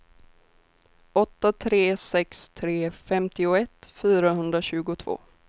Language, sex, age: Swedish, female, 24